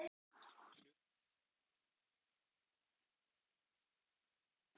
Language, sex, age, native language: Icelandic, male, 20-29, Icelandic